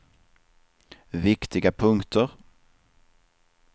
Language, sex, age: Swedish, male, 27